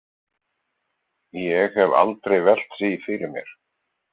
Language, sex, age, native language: Icelandic, male, 50-59, Icelandic